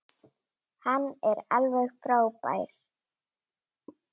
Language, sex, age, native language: Icelandic, female, 9, Icelandic